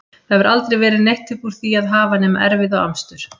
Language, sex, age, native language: Icelandic, female, 50-59, Icelandic